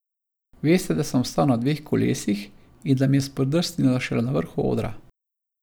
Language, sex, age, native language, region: Slovenian, male, 50-59, Slovenian, Savinja region